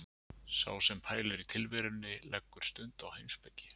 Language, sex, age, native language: Icelandic, male, 50-59, Icelandic